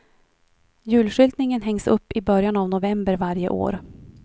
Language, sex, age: Swedish, female, 43